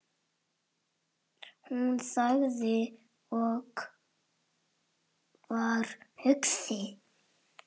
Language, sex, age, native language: Icelandic, female, 7, Icelandic